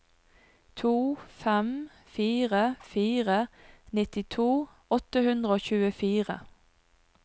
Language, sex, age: Norwegian, female, 42